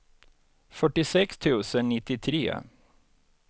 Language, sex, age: Swedish, male, 49